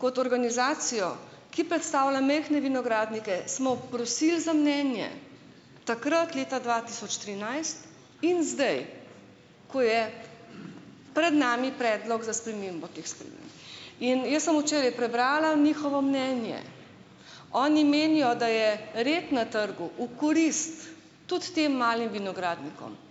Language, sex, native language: Slovenian, female, Slovenian